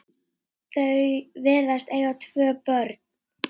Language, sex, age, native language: Icelandic, male, 8, Icelandic